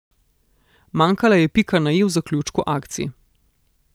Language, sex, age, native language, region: Slovenian, female, 30-49, Slovenian, Southeast Slovenia